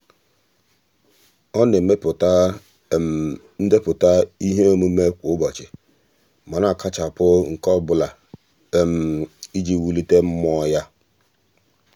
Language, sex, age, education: Igbo, male, 46-60, tertiary